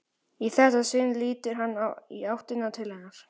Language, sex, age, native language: Icelandic, male, 12, Icelandic